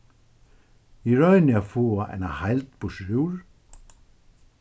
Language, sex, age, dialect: Faroese, male, 61+, Suðuroy